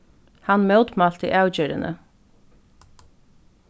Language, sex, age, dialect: Faroese, female, 15-35, Norðurstreymoy/Eysturoy